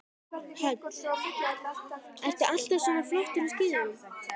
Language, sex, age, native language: Icelandic, female, 12, Icelandic